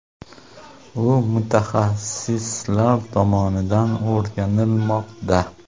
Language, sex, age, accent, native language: Uzbek, male, 25-34, Toshkent shahri, Uzbek